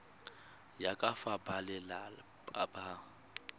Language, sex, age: Tswana, male, 21